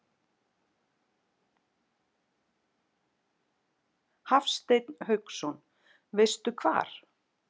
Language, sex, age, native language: Icelandic, female, 40-49, Icelandic